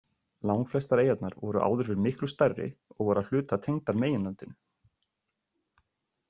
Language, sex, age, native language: Icelandic, male, 30-39, Icelandic